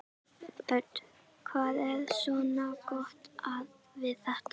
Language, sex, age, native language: Icelandic, female, 11, Icelandic